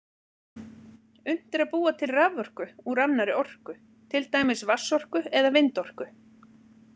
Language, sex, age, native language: Icelandic, female, 40-49, Icelandic